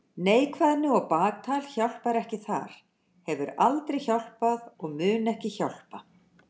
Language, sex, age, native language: Icelandic, female, 60-69, Icelandic